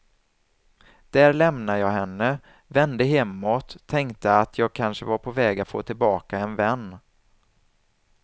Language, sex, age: Swedish, male, 27